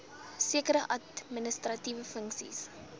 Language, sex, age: Afrikaans, female, 20